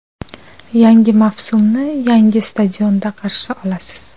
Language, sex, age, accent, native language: Uzbek, female, 25-34, Navoiy, Uzbek